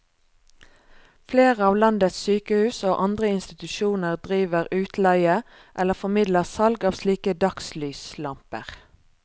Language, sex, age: Norwegian, female, 36